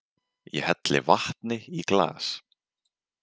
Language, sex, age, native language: Icelandic, male, 20-29, Icelandic